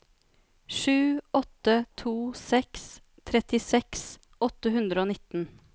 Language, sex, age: Norwegian, female, 33